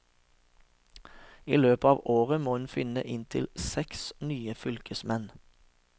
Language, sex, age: Norwegian, male, 36